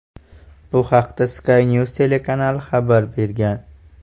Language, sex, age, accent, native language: Uzbek, male, 18-24, Farg'ona, Uzbek